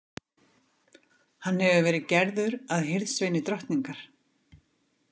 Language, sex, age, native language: Icelandic, female, 50-59, Icelandic